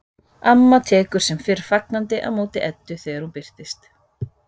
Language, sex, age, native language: Icelandic, female, 30-39, Icelandic